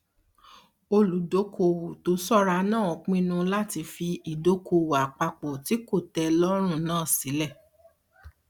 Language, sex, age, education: Yoruba, female, 30-45, tertiary